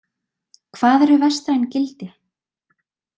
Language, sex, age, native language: Icelandic, female, 20-29, Icelandic